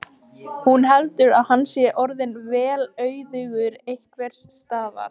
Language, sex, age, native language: Icelandic, female, 15, Icelandic